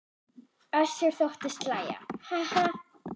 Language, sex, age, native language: Icelandic, female, 10, German